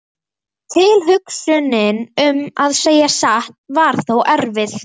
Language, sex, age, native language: Icelandic, female, 11, Icelandic